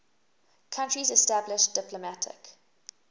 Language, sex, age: English, female, 19